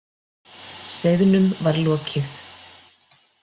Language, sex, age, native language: Icelandic, female, 40-49, Icelandic